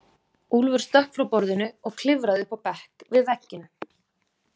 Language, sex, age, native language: Icelandic, female, 20-29, Icelandic